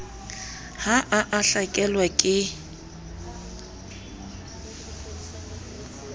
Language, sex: Southern Sotho, female